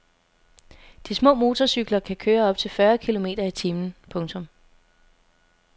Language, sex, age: Danish, female, 27